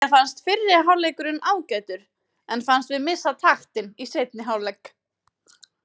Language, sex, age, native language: Icelandic, female, 50-59, Icelandic